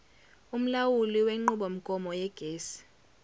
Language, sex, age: Zulu, female, 17